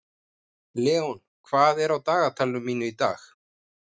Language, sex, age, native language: Icelandic, male, 50-59, Icelandic